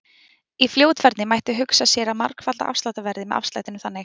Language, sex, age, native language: Icelandic, female, 20-29, Icelandic